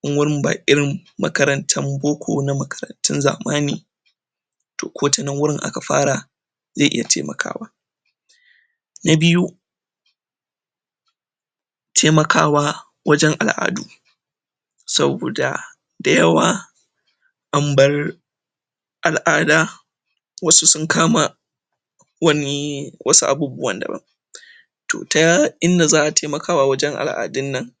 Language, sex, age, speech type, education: Hausa, male, 15-29, spontaneous, tertiary